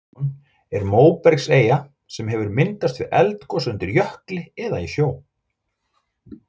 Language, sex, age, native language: Icelandic, male, 40-49, Icelandic